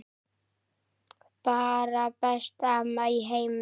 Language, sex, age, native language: Icelandic, male, 9, Icelandic